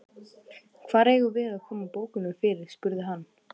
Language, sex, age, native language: Icelandic, male, 12, Icelandic